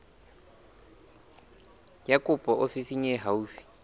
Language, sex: Southern Sotho, male